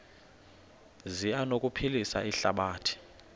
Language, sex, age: Xhosa, male, 21